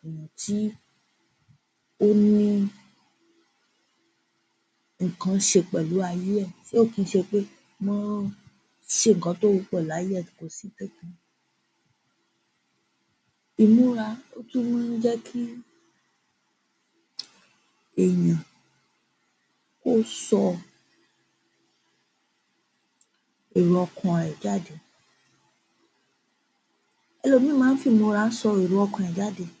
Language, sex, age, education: Yoruba, female, 15-29, tertiary